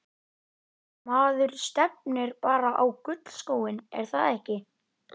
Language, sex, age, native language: Icelandic, male, 11, Icelandic